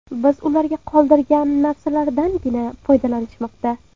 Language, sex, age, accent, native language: Uzbek, female, 18-24, Surxondaryo, Uzbek